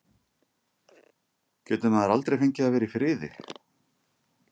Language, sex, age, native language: Icelandic, male, 50-59, Icelandic